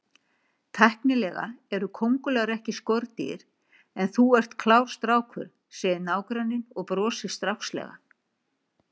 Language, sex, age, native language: Icelandic, female, 60-69, Icelandic